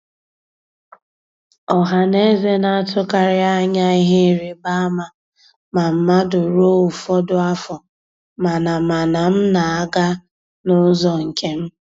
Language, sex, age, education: Igbo, female, 15-29, tertiary